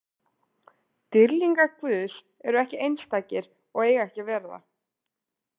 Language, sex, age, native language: Icelandic, female, 20-29, Icelandic